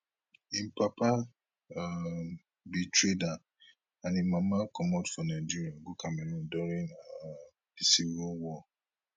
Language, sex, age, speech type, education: Nigerian Pidgin, male, 30-45, spontaneous, tertiary